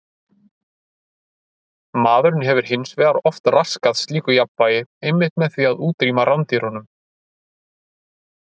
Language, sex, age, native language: Icelandic, male, 30-39, Icelandic